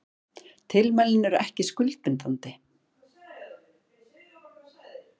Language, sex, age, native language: Icelandic, female, 40-49, Icelandic